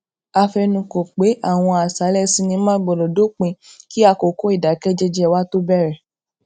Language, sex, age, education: Yoruba, female, 15-29, tertiary